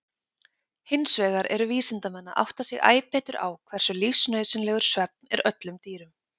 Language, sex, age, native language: Icelandic, female, 30-39, Icelandic